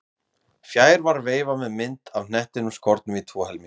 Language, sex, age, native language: Icelandic, male, 40-49, Icelandic